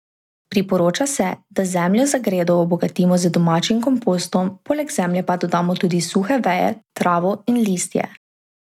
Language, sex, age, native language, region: Slovenian, female, 18-29, Slovenian, Drava region